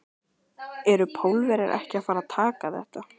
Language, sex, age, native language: Icelandic, female, 14, Icelandic